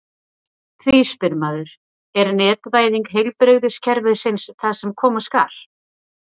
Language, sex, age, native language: Icelandic, female, 40-49, Icelandic